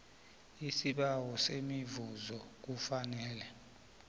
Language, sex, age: South Ndebele, male, 24